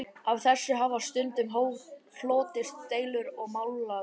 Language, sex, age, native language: Icelandic, male, 12, Icelandic